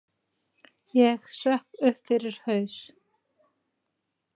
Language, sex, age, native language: Icelandic, female, 40-49, Icelandic